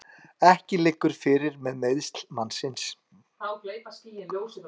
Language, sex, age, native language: Icelandic, other, 50-59, Icelandic